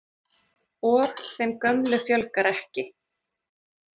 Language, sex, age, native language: Icelandic, male, 9, Icelandic